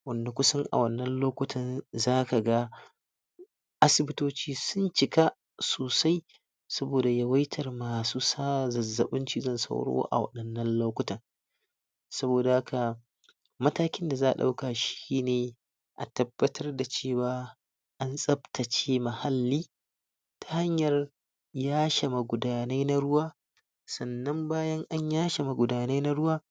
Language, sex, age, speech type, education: Hausa, male, 60+, spontaneous, tertiary